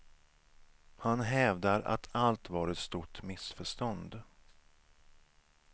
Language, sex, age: Swedish, male, 37